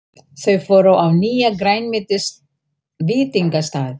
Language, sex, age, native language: Icelandic, female, 40-49, Icelandic